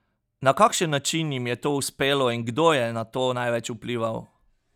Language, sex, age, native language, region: Slovenian, male, 30-49, Slovenian, Pomurje region